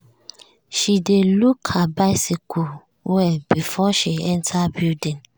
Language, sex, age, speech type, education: Nigerian Pidgin, female, 30-45, spontaneous, tertiary